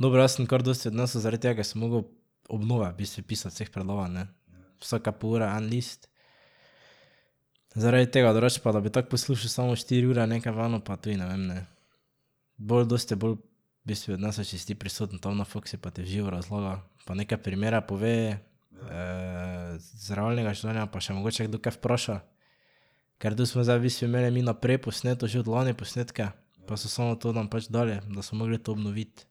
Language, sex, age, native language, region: Slovenian, male, 18-29, Slovenian, Drava region